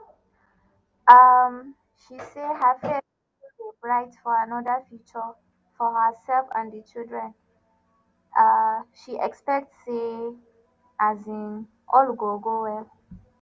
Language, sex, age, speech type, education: Nigerian Pidgin, female, 15-29, spontaneous, tertiary